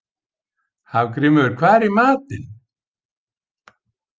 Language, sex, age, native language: Icelandic, male, 50-59, Icelandic